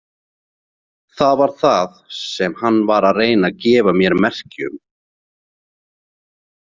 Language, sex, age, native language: Icelandic, male, 30-39, Icelandic